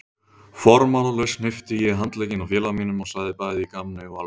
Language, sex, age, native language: Icelandic, male, 30-39, Icelandic